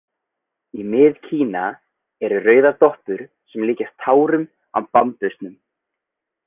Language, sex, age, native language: Icelandic, male, 20-29, Icelandic